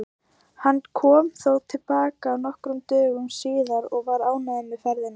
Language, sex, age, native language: Icelandic, female, 18-19, Icelandic